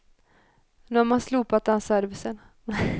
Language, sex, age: Swedish, female, 21